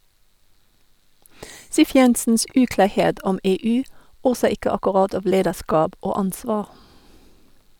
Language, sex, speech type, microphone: Norwegian, female, read, Sennheiser